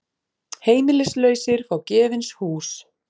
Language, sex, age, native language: Icelandic, female, 40-49, Icelandic